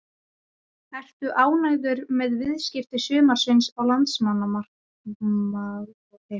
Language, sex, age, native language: Icelandic, female, 40-49, Icelandic